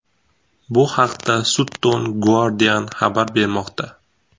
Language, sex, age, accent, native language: Uzbek, male, 18-24, Sirdaryo, Uzbek